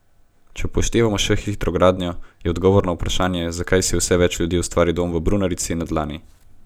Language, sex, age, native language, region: Slovenian, male, 18-29, Slovenian, Gorenjska region